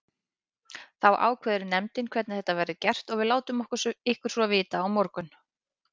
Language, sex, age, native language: Icelandic, female, 30-39, Icelandic